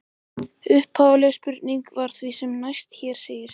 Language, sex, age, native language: Icelandic, male, 18-19, Icelandic